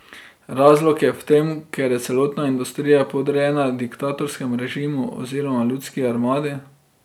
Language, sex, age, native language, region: Slovenian, male, 30-49, Slovenian, Drava region